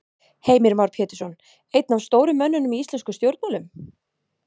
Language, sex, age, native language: Icelandic, female, 30-39, Icelandic